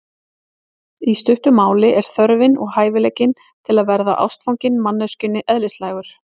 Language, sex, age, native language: Icelandic, female, 40-49, Icelandic